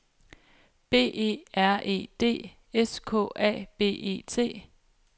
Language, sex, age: Danish, female, 28